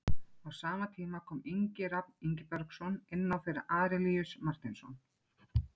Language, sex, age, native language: Icelandic, female, 40-49, Icelandic